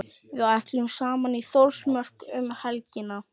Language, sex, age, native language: Icelandic, male, 11, Icelandic